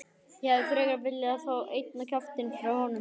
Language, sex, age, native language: Icelandic, male, 18-19, Icelandic